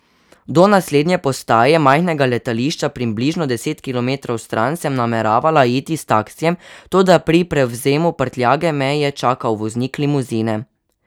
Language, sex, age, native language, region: Slovenian, male, 12-17, Slovenian, Savinja region